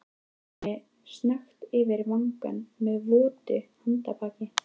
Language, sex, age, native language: Icelandic, female, 13, Icelandic